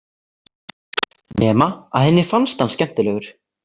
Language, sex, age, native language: Icelandic, male, 18-19, Icelandic